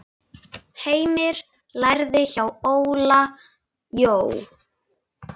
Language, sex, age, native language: Icelandic, female, 9, Icelandic